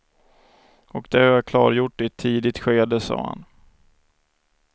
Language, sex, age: Swedish, male, 28